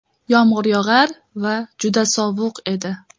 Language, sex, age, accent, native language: Uzbek, female, 18-24, Qashqadaryo, Uzbek